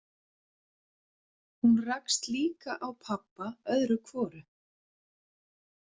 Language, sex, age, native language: Icelandic, female, 40-49, Icelandic